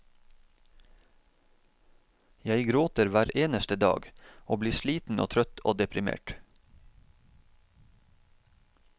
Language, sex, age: Norwegian, male, 31